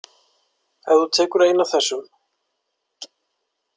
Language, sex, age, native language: Icelandic, male, 40-49, Icelandic